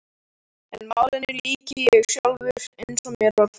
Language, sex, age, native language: Icelandic, male, 14, Icelandic